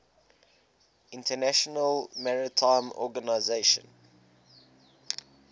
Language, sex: English, male